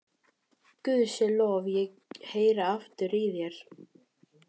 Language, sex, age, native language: Icelandic, female, 12, Icelandic